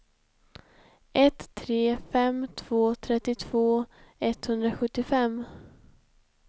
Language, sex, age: Swedish, female, 20